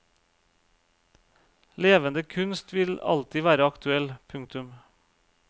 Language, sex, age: Norwegian, male, 35